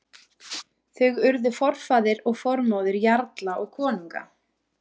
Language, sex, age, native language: Icelandic, female, 20-29, Icelandic